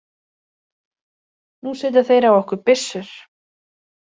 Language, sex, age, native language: Icelandic, female, 30-39, Icelandic